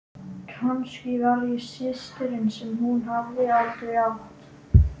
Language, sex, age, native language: Icelandic, male, 12, Icelandic